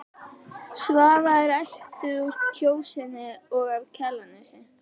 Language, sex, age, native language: Icelandic, female, 11, Icelandic